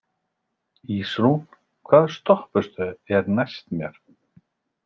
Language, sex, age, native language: Icelandic, male, 40-49, Icelandic